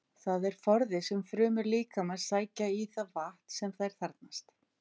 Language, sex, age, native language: Icelandic, female, 50-59, Icelandic